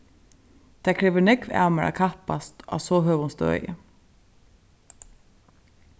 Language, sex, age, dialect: Faroese, female, 36-60, Suðurstreymoy